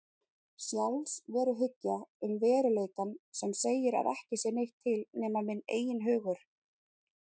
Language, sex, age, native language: Icelandic, female, 30-39, Icelandic